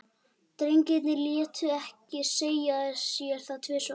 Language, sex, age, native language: Icelandic, male, 12, Icelandic